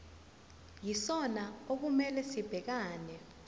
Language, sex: Zulu, female